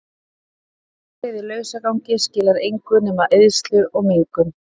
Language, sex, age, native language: Icelandic, female, 30-39, Icelandic